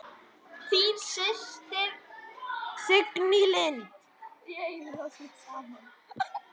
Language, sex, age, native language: Icelandic, male, 10, Icelandic